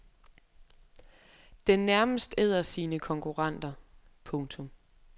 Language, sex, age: Danish, female, 23